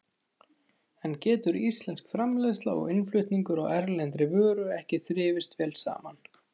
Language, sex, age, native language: Icelandic, male, 30-39, Icelandic